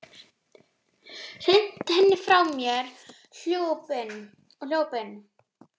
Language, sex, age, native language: Icelandic, female, 12, Icelandic